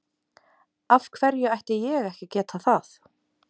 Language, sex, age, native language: Icelandic, female, 20-29, Icelandic